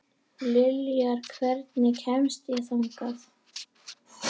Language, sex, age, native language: Icelandic, female, 11, Icelandic